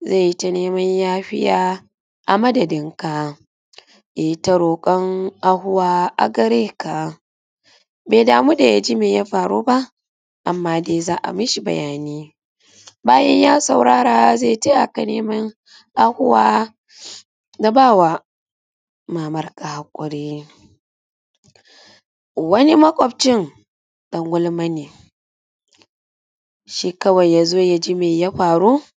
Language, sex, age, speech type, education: Hausa, female, 30-45, spontaneous, tertiary